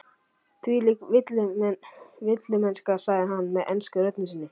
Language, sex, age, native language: Icelandic, male, 11, Icelandic